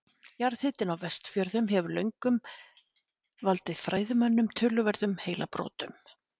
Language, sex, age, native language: Icelandic, female, 50-59, Icelandic